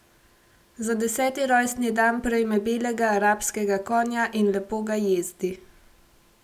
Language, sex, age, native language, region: Slovenian, female, 18-29, Slovenian, Gorenjska region